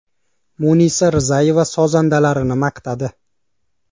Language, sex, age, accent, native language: Uzbek, male, 19-29, Qashqadaryo, Uzbek